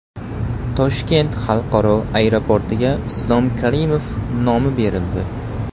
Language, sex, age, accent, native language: Uzbek, male, 18-24, Jizzax, Uzbek